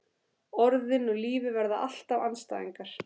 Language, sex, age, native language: Icelandic, female, 13, Icelandic